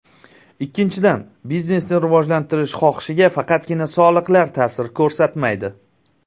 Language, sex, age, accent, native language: Uzbek, male, 19-29, Surxondaryo, Uzbek